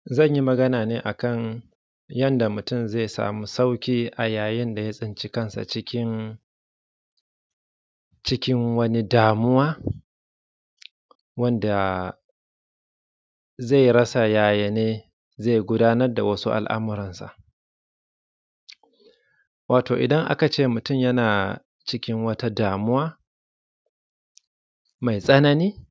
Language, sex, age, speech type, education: Hausa, male, 30-45, spontaneous, secondary